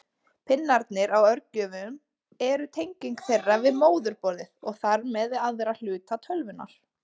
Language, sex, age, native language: Icelandic, female, 20-29, Icelandic